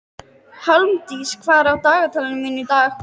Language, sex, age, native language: Icelandic, female, 13, Icelandic